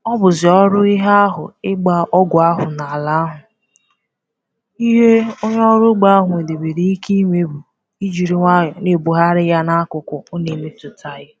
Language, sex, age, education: Igbo, female, 15-29, tertiary